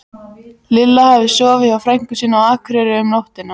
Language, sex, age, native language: Icelandic, female, 14, Icelandic